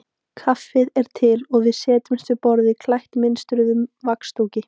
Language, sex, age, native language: Icelandic, female, 18-19, Icelandic